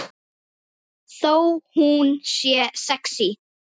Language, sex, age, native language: Icelandic, female, 10, Icelandic